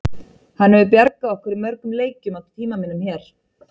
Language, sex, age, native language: Icelandic, female, 30-39, Icelandic